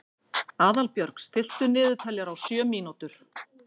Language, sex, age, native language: Icelandic, female, 50-59, Icelandic